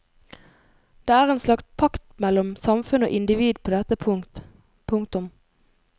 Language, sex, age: Norwegian, female, 22